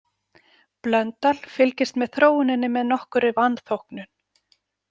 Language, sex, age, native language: Icelandic, female, 40-49, Icelandic